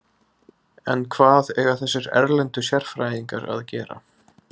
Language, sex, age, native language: Icelandic, male, 20-29, Icelandic